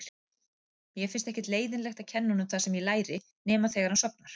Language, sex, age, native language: Icelandic, female, 40-49, Icelandic